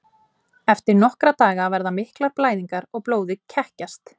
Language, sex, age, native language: Icelandic, female, 20-29, Icelandic